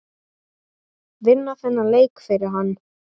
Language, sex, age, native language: Icelandic, male, 8, Icelandic